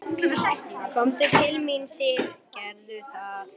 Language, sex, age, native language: Icelandic, male, 11, Icelandic